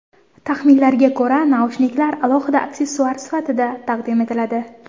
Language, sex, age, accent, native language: Uzbek, female, under 19, Surxondaryo, Uzbek